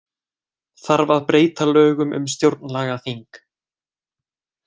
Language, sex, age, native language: Icelandic, male, 20-29, Icelandic